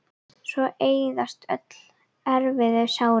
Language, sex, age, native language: Icelandic, female, 10, Icelandic